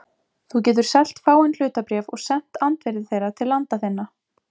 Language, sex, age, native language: Icelandic, female, 20-29, Icelandic